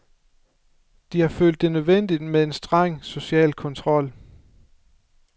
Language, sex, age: Danish, male, 24